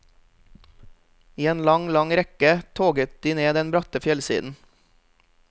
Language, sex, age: Norwegian, male, 32